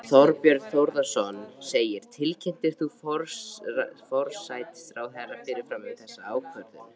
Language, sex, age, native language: Icelandic, male, 13, Icelandic